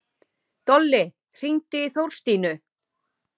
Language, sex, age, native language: Icelandic, female, 30-39, Icelandic